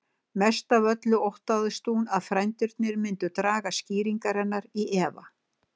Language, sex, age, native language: Icelandic, female, 60-69, Icelandic